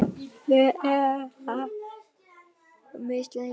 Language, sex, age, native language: Icelandic, female, 9, Icelandic